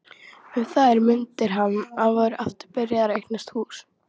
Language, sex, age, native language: Icelandic, female, 12, Icelandic